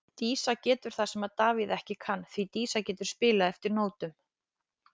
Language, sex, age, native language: Icelandic, female, 18-19, Icelandic